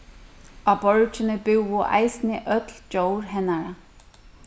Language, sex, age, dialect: Faroese, female, 36-60, Suðurstreymoy